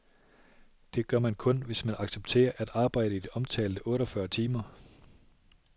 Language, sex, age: Danish, male, 37